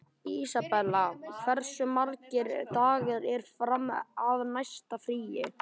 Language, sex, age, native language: Icelandic, male, 11, Icelandic